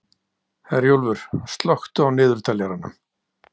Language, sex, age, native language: Icelandic, male, 60-69, Icelandic